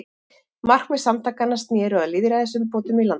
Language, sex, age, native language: Icelandic, female, 40-49, Icelandic